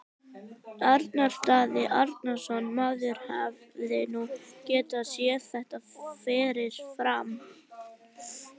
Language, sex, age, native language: Icelandic, female, 18-19, Icelandic